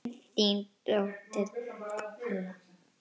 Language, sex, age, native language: Icelandic, female, 10, Icelandic